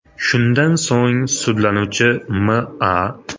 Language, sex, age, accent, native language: Uzbek, male, 25-34, Farg'ona, Uzbek